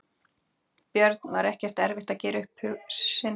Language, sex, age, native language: Icelandic, female, 40-49, Icelandic